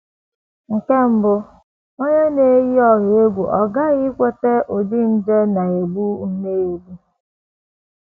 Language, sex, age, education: Igbo, female, 15-29, tertiary